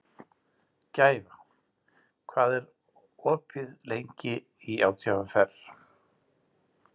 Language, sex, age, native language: Icelandic, male, 60-69, Icelandic